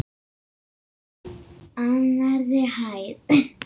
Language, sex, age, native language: Icelandic, female, 6, Icelandic